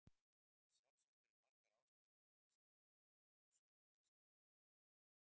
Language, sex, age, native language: Icelandic, male, 60-69, Icelandic